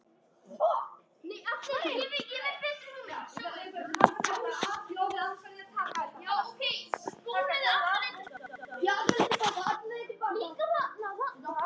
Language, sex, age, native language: Icelandic, male, 9, Icelandic